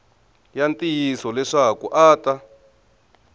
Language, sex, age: Tsonga, male, 23